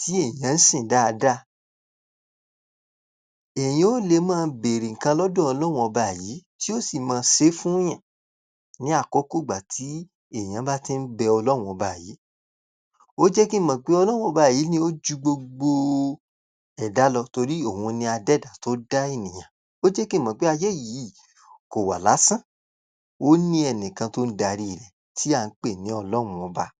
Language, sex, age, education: Yoruba, male, 46-60, tertiary